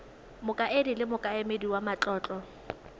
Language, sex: Tswana, female